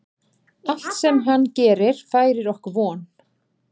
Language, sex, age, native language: Icelandic, female, 40-49, Icelandic